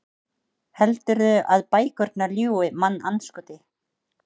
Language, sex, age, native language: Icelandic, female, 30-39, Icelandic